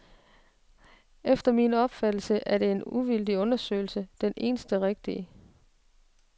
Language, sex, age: Danish, female, 36